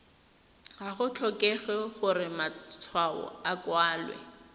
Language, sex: Tswana, female